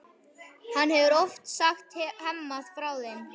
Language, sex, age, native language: Icelandic, male, 11, Icelandic